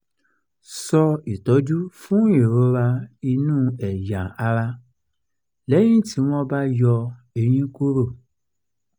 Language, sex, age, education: Yoruba, male, 46-60, tertiary